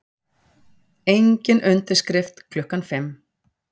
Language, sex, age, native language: Icelandic, female, 40-49, Icelandic